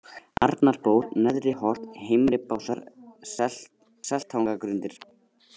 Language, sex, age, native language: Icelandic, male, 80-89, Icelandic